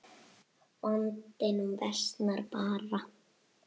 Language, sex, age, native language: Icelandic, female, 8, Icelandic